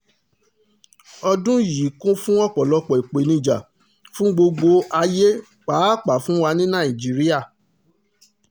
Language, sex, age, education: Yoruba, male, 30-45, tertiary